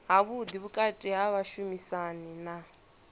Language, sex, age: Venda, female, 22